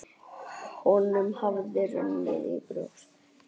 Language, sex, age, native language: Icelandic, male, 9, Icelandic